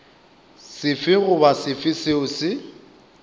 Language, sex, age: Northern Sotho, male, 25